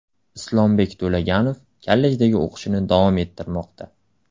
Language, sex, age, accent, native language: Uzbek, male, 18-24, Andijon, Uzbek